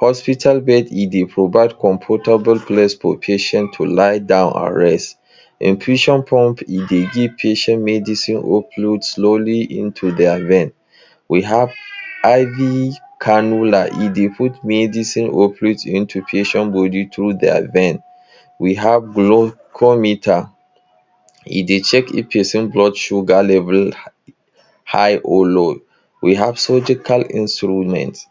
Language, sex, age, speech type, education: Nigerian Pidgin, male, 30-45, spontaneous, tertiary